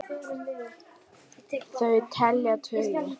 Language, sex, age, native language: Icelandic, female, 10, Icelandic